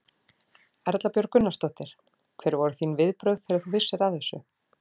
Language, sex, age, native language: Icelandic, female, 40-49, Icelandic